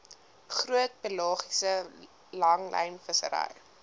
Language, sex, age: Afrikaans, female, 19